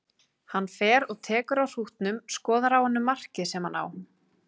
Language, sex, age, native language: Icelandic, female, 30-39, Icelandic